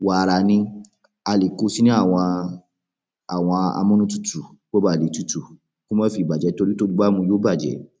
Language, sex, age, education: Yoruba, male, 15-29, primary